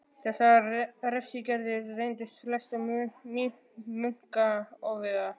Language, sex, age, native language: Icelandic, male, 12, Icelandic